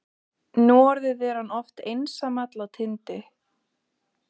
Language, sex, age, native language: Icelandic, female, 20-29, Icelandic